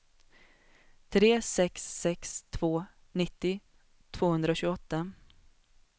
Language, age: Swedish, 21